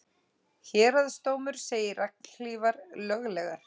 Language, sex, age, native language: Icelandic, female, 30-39, Icelandic